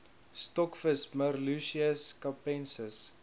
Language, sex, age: Afrikaans, male, 21